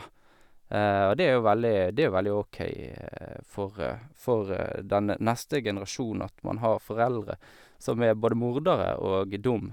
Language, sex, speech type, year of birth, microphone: Norwegian, male, spontaneous, 1983, Sennheiser